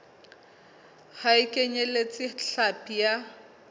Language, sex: Southern Sotho, female